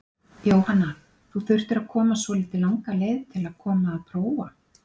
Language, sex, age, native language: Icelandic, female, 50-59, Icelandic